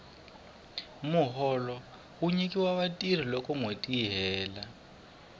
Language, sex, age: Tsonga, male, 23